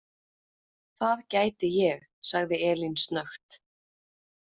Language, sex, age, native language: Icelandic, female, 20-29, Icelandic